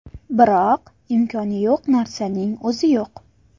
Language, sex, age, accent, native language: Uzbek, female, 18-24, Farg'ona, Uzbek